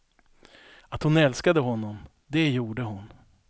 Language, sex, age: Swedish, male, 42